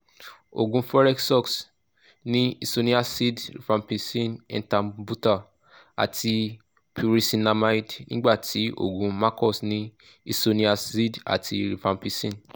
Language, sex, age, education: Yoruba, male, 15-29, tertiary